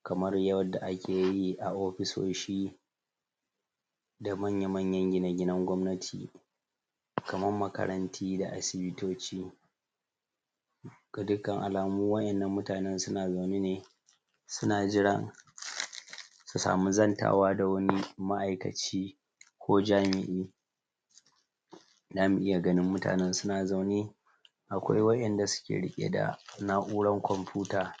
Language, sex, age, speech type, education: Hausa, female, 15-29, spontaneous, tertiary